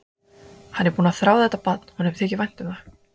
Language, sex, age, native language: Icelandic, female, 20-29, Icelandic